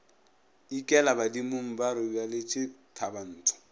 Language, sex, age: Northern Sotho, male, 26